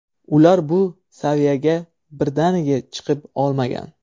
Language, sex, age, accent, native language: Uzbek, male, 12-17, Surxondaryo, Uzbek